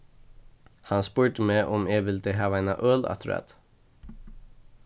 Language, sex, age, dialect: Faroese, male, 15-35, Suðurstreymoy